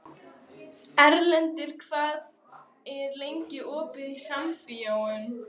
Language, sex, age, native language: Icelandic, female, 13, Icelandic